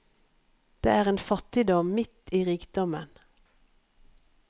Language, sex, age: Norwegian, female, 51